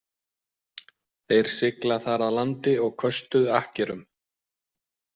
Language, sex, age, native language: Icelandic, male, 40-49, Icelandic